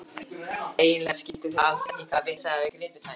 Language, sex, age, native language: Icelandic, male, 12, Icelandic